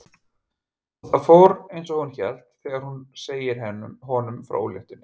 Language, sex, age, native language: Icelandic, male, 50-59, Icelandic